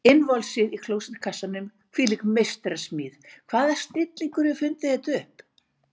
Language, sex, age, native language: Icelandic, female, 60-69, Icelandic